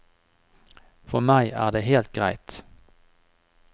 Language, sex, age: Norwegian, male, 49